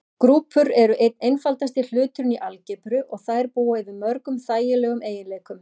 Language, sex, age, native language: Icelandic, female, 40-49, Icelandic